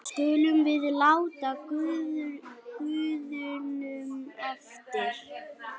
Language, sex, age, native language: Icelandic, female, 9, Icelandic